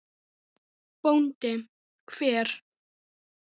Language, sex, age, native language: Icelandic, female, 9, Icelandic